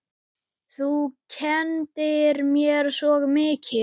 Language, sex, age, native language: Icelandic, male, 8, Icelandic